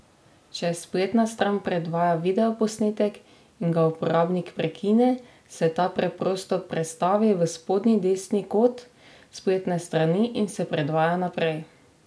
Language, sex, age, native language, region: Slovenian, female, 18-29, Slovenian, Drava region